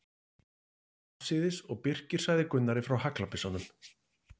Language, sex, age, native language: Icelandic, male, 30-39, Icelandic